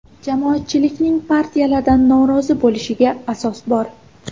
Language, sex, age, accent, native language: Uzbek, female, 18-24, Samarqand, Uzbek